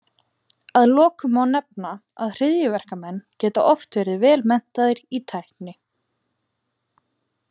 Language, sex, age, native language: Icelandic, female, 20-29, Icelandic